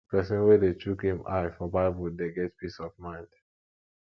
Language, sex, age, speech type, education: Nigerian Pidgin, male, 15-29, spontaneous, tertiary